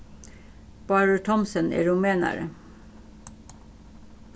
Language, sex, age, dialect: Faroese, female, 36-60, Suðurstreymoy